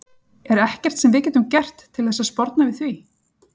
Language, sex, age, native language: Icelandic, female, 40-49, Icelandic